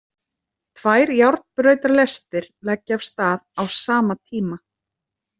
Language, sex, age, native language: Icelandic, female, 30-39, Icelandic